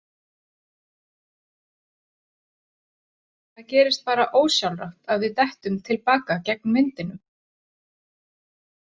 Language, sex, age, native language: Icelandic, female, 40-49, Icelandic